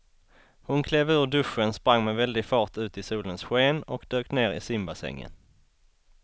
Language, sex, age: Swedish, male, 33